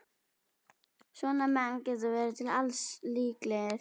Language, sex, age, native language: Icelandic, female, 12, Icelandic